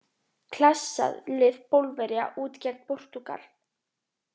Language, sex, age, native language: Icelandic, female, 18-19, Icelandic